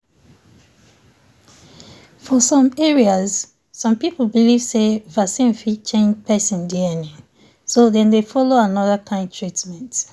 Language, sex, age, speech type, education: Nigerian Pidgin, female, 30-45, spontaneous, tertiary